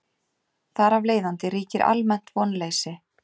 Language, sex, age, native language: Icelandic, female, 30-39, Icelandic